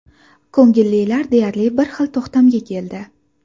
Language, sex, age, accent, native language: Uzbek, female, 18-24, Farg'ona, Uzbek